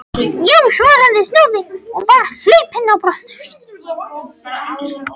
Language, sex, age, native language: Icelandic, other, 13, French